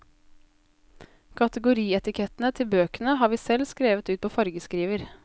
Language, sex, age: Norwegian, female, 20